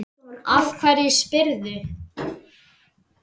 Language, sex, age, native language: Icelandic, male, 10, Icelandic